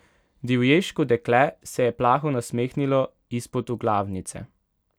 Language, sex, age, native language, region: Slovenian, male, 18-29, Slovenian, Pomurje region